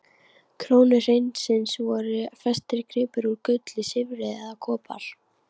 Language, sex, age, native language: Icelandic, female, 15, Icelandic